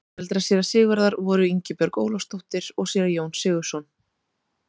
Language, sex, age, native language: Icelandic, female, 30-39, Icelandic